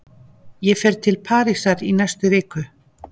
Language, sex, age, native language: Icelandic, female, 50-59, Icelandic